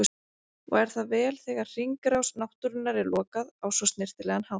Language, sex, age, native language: Icelandic, female, 30-39, Icelandic